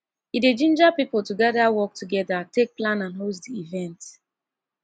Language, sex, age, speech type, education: Nigerian Pidgin, female, 15-29, spontaneous, tertiary